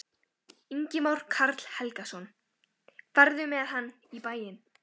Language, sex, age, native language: Icelandic, female, 12, Icelandic